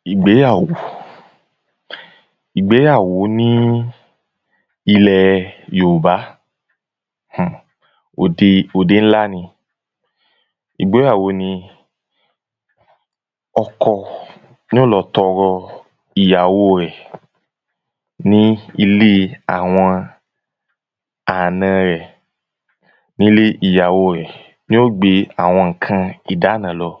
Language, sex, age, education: Yoruba, male, 15-29, tertiary